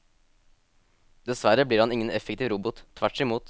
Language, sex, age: Norwegian, male, 18